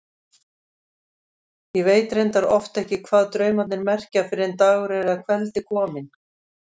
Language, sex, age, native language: Icelandic, female, 60-69, Icelandic